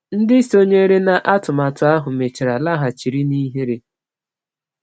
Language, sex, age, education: Igbo, female, 30-45, tertiary